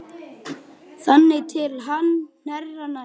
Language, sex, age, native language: Icelandic, male, 9, Icelandic